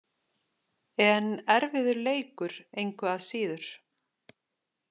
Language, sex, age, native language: Icelandic, female, 40-49, Icelandic